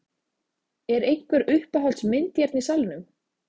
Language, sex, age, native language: Icelandic, female, 20-29, Icelandic